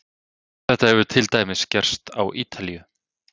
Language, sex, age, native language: Icelandic, male, 30-39, Icelandic